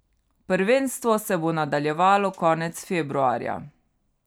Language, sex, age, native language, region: Slovenian, female, 30-49, Slovenian, Carinthia region